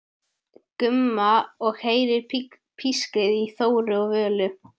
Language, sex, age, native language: Icelandic, male, 12, Icelandic